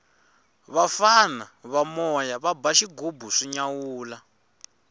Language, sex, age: Tsonga, male, 21